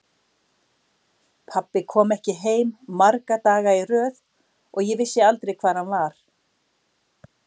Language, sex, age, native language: Icelandic, female, 60-69, Icelandic